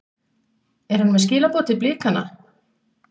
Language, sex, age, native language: Icelandic, female, 60-69, Icelandic